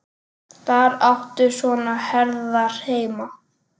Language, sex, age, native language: Icelandic, male, 10, Icelandic